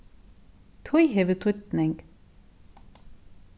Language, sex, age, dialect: Faroese, female, 36-60, Norðurstreymoy/Eysturoy